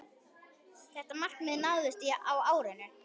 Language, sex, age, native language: Icelandic, female, 10, Icelandic